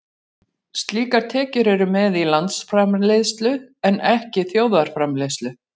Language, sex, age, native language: Icelandic, female, 40-49, Icelandic